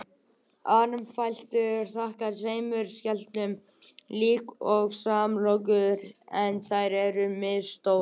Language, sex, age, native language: Icelandic, male, 18-19, Icelandic